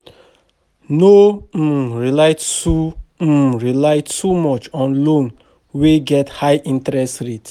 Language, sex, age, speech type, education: Nigerian Pidgin, male, 30-45, spontaneous, tertiary